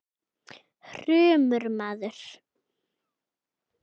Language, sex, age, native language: Icelandic, female, 7, Icelandic